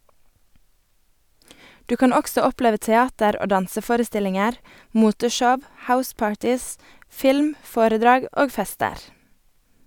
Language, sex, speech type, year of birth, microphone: Norwegian, female, read, 1989, Sennheiser